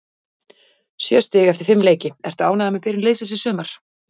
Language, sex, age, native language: Icelandic, female, 40-49, Icelandic